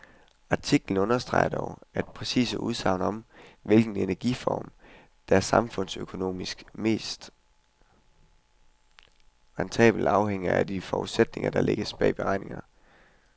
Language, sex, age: Danish, male, 21